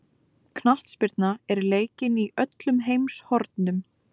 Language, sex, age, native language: Icelandic, female, 20-29, Icelandic